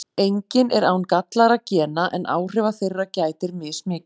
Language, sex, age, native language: Icelandic, female, 40-49, Icelandic